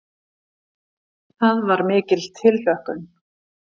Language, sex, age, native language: Icelandic, female, 50-59, Icelandic